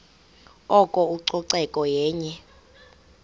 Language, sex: Xhosa, female